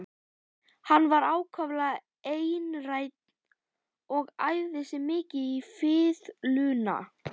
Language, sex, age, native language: Icelandic, female, 11, Icelandic